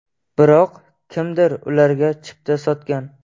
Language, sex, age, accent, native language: Uzbek, male, 18-24, Qashqadaryo, Uzbek